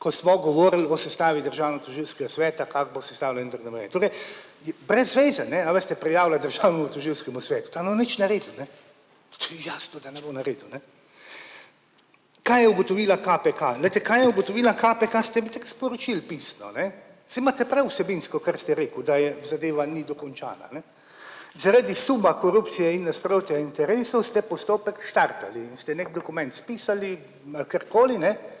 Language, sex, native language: Slovenian, male, Slovenian